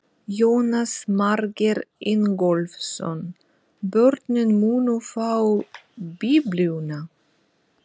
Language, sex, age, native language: Icelandic, female, 40-49, Russian